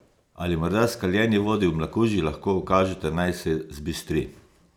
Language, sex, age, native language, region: Slovenian, male, 50-59, Slovenian, Savinja region